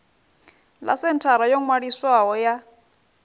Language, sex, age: Venda, female, 21